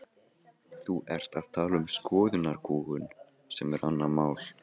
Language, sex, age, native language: Icelandic, male, 15, Icelandic